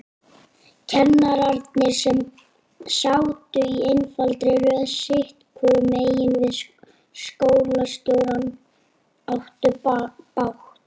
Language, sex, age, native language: Icelandic, female, 30-39, Icelandic